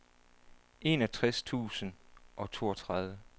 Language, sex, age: Danish, male, 27